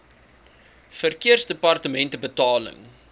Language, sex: Afrikaans, male